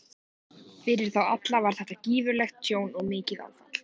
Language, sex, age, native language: Icelandic, male, 14, Icelandic